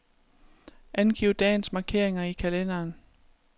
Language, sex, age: Danish, female, 36